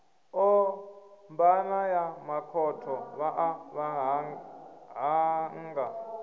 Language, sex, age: Venda, male, 25